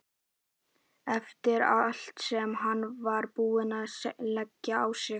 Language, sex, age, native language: Icelandic, male, 11, Icelandic